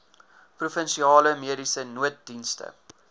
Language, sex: Afrikaans, male